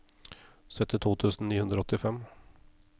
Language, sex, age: Norwegian, male, 34